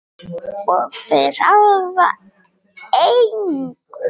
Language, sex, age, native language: Icelandic, female, 8, Icelandic